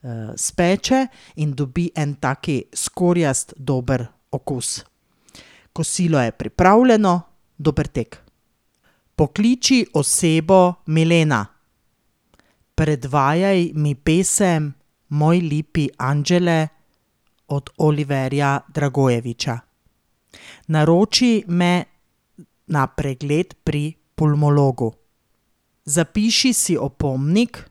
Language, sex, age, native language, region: Slovenian, female, 30-49, Slovenian, Drava region